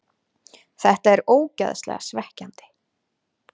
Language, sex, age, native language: Icelandic, female, 40-49, Icelandic